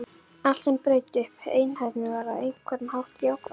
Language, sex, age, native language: Icelandic, female, 11, Icelandic